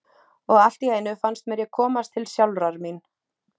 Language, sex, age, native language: Icelandic, female, 30-39, Icelandic